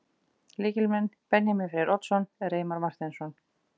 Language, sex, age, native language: Icelandic, female, 40-49, Icelandic